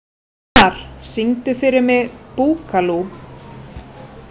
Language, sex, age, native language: Icelandic, female, 30-39, Icelandic